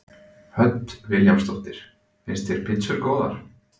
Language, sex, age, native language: Icelandic, male, 20-29, Icelandic